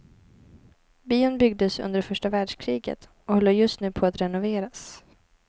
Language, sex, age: Swedish, female, 18